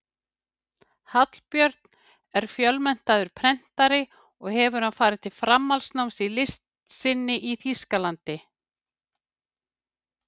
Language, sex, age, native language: Icelandic, female, 50-59, Icelandic